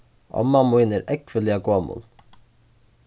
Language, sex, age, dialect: Faroese, male, 15-35, Norðurstreymoy/Eysturoy